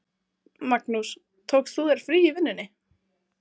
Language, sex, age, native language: Icelandic, female, 20-29, Icelandic